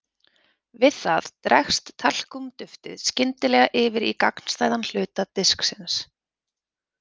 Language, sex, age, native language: Icelandic, female, 30-39, Icelandic